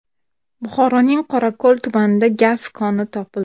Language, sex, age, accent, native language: Uzbek, female, 25-34, Samarqand, Uzbek